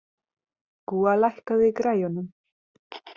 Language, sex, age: Icelandic, female, 30-39